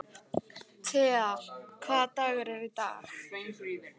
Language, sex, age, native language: Icelandic, female, 15, Icelandic